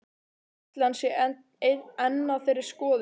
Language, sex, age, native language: Icelandic, male, 12, Icelandic